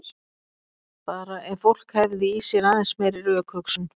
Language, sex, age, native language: Icelandic, female, 50-59, Icelandic